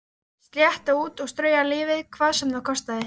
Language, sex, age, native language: Icelandic, female, 13, Icelandic